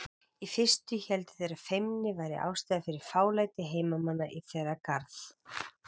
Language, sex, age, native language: Icelandic, female, 40-49, Icelandic